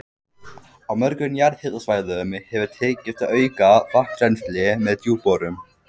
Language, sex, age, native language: Icelandic, male, 14, Icelandic